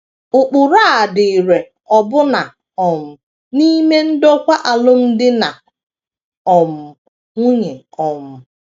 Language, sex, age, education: Igbo, female, 30-45, tertiary